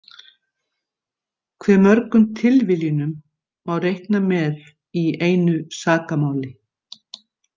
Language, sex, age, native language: Icelandic, female, 60-69, Icelandic